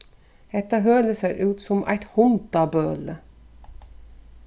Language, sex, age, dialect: Faroese, female, 36-60, Suðurstreymoy